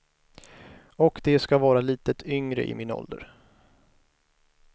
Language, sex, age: Swedish, male, 23